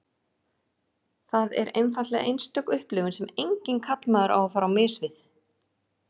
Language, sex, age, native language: Icelandic, female, 40-49, Icelandic